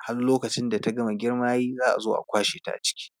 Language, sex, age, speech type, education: Hausa, male, 30-45, spontaneous, tertiary